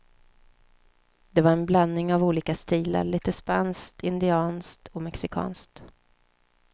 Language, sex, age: Swedish, female, 29